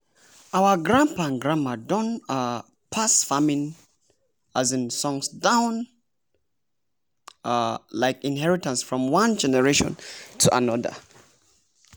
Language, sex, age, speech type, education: Nigerian Pidgin, male, 30-45, spontaneous, tertiary